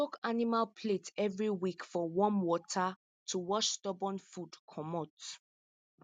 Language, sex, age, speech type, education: Nigerian Pidgin, female, 15-29, spontaneous, tertiary